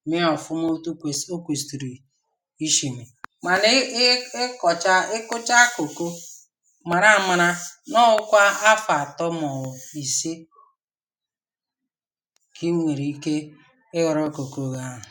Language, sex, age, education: Igbo, female, 30-45, tertiary